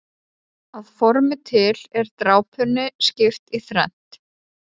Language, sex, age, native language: Icelandic, female, 30-39, Icelandic